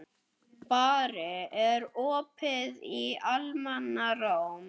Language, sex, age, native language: Icelandic, male, 11, Icelandic